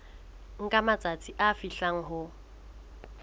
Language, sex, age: Southern Sotho, female, 20